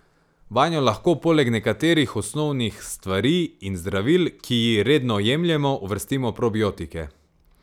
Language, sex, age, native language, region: Slovenian, male, 18-29, Slovenian, Savinja region